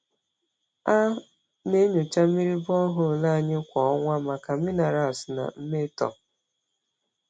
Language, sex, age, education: Igbo, female, 30-45, tertiary